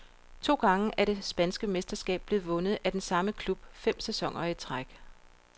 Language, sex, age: Danish, female, 42